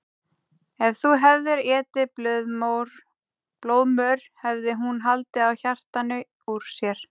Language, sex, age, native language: Icelandic, female, 18-19, Icelandic